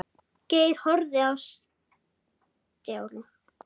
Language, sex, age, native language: Icelandic, female, 8, Icelandic